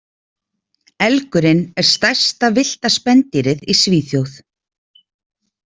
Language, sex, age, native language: Icelandic, female, 30-39, Icelandic